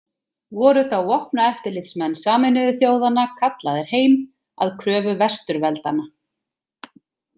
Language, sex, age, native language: Icelandic, female, 30-39, Icelandic